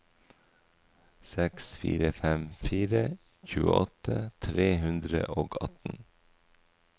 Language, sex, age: Norwegian, male, 44